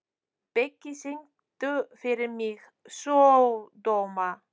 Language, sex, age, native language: Icelandic, female, 40-49, Polish